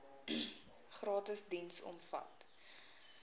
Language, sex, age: Afrikaans, female, 21